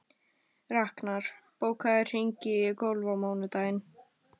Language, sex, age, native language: Icelandic, female, 12, Icelandic